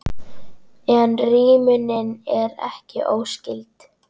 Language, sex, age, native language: Icelandic, female, 10, Icelandic